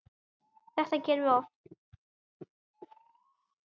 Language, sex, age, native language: Icelandic, male, 9, Icelandic